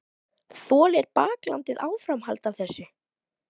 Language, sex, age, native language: Icelandic, female, 12, Icelandic